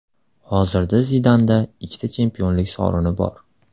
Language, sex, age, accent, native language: Uzbek, male, 18-24, Andijon, Uzbek